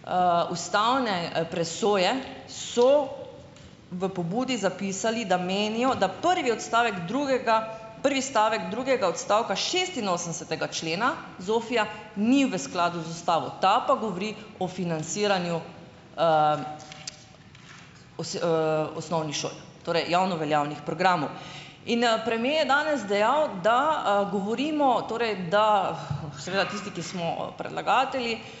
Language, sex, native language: Slovenian, female, Slovenian